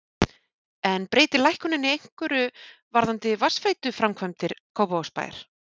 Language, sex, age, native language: Icelandic, female, 40-49, Icelandic